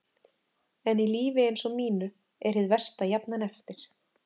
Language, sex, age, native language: Icelandic, female, 30-39, Icelandic